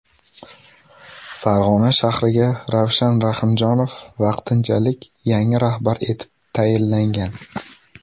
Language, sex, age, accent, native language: Uzbek, male, 19-29, Farg'ona, Uzbek